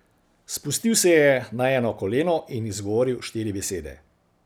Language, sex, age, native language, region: Slovenian, male, 60+, Slovenian, Central Slovenia